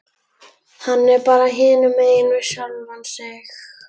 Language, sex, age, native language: Icelandic, female, 11, Icelandic